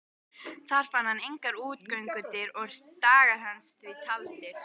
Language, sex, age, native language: Icelandic, female, 12, Icelandic